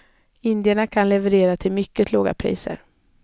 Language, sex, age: Swedish, female, 20